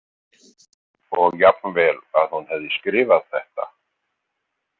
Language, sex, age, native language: Icelandic, male, 50-59, Icelandic